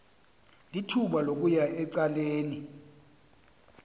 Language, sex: Xhosa, male